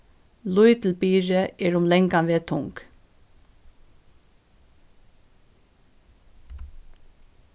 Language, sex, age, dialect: Faroese, female, 15-35, Norðuroyggjar